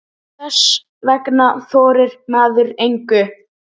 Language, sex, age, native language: Icelandic, male, 10, Icelandic